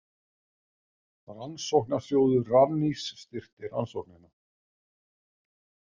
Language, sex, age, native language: Icelandic, male, 50-59, Icelandic